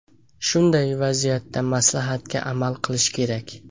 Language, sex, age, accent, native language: Uzbek, male, 18-24, Samarqand, Uzbek